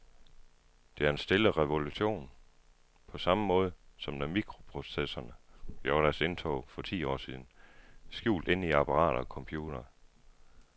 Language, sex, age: Danish, male, 33